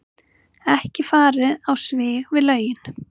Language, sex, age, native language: Icelandic, female, 30-39, Icelandic